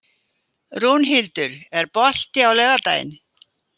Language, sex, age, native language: Icelandic, female, 80-89, Icelandic